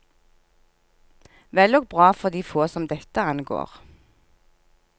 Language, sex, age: Norwegian, female, 46